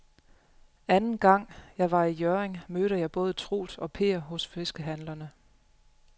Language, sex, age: Danish, female, 35